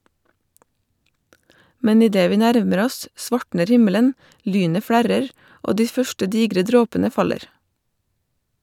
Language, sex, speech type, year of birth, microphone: Norwegian, female, read, 1985, Shure